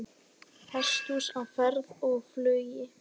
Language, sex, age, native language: Icelandic, male, 18-19, Icelandic